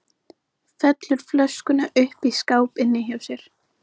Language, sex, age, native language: Icelandic, male, 14, Icelandic